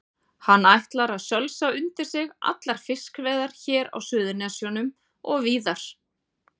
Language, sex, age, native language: Icelandic, female, 40-49, Icelandic